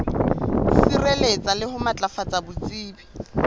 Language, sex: Southern Sotho, female